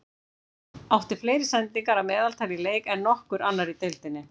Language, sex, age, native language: Icelandic, female, 50-59, Icelandic